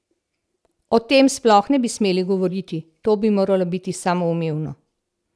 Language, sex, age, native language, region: Slovenian, female, 60+, Slovenian, Central Slovenia